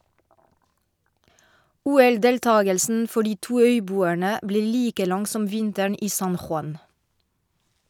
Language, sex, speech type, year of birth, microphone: Norwegian, female, read, 1971, Shure